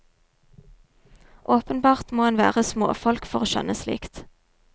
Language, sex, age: Norwegian, female, 22